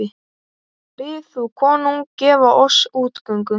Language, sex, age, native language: Icelandic, male, 18-19, Icelandic